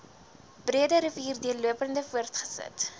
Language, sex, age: Afrikaans, female, 20